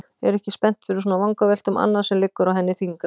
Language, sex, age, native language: Icelandic, female, 40-49, Icelandic